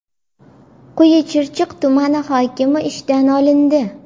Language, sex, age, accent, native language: Uzbek, female, 25-34, Farg'ona, Uzbek